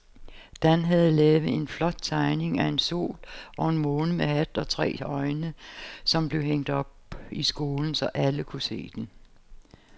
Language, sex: Danish, female